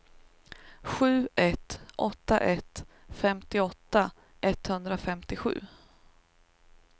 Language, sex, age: Swedish, female, 38